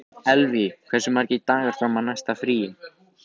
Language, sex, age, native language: Icelandic, male, 18-19, Icelandic